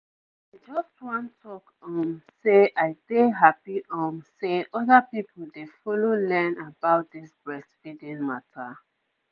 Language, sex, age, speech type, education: Nigerian Pidgin, female, 15-29, spontaneous, tertiary